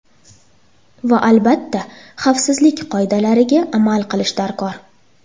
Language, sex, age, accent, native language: Uzbek, female, under 19, Toshkent shahri, Uzbek